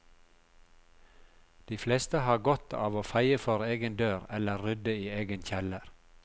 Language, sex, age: Norwegian, male, 42